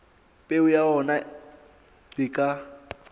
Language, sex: Southern Sotho, male